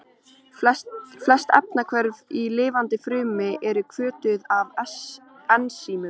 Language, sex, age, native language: Icelandic, female, 13, Icelandic